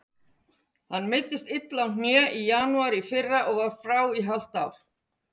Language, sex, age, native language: Icelandic, female, 50-59, Icelandic